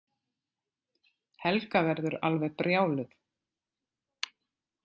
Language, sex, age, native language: Icelandic, female, 50-59, Icelandic